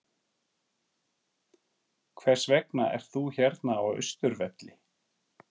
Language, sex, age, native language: Icelandic, male, 40-49, Icelandic